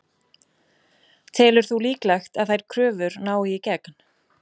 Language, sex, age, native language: Icelandic, female, 20-29, Icelandic